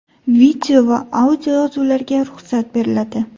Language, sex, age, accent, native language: Uzbek, female, 18-24, Toshkent viloyati, Uzbek